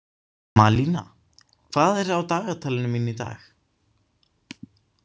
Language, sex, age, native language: Icelandic, male, 18-19, Icelandic